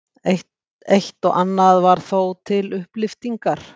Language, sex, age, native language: Icelandic, female, 60-69, Icelandic